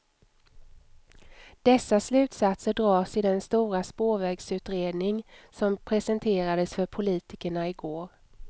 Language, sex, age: Swedish, female, 44